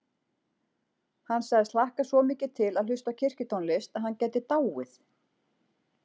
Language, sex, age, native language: Icelandic, female, 40-49, Icelandic